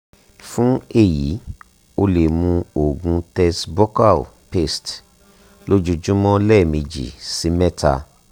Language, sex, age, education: Yoruba, male, 30-45, tertiary